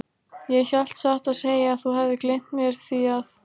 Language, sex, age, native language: Icelandic, female, 18-19, Icelandic